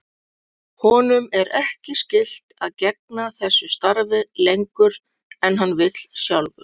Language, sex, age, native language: Icelandic, female, 40-49, Icelandic